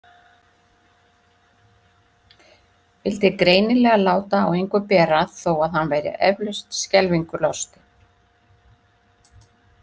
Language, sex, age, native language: Icelandic, female, 60-69, Icelandic